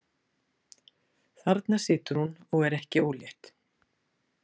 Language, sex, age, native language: Icelandic, female, 60-69, Icelandic